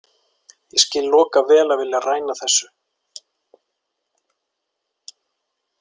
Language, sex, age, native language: Icelandic, male, 40-49, Icelandic